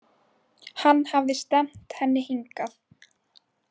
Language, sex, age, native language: Icelandic, female, 18-19, Icelandic